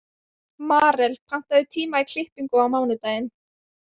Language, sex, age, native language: Icelandic, female, 20-29, Icelandic